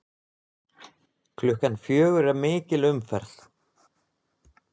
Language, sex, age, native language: Icelandic, male, 20-29, Icelandic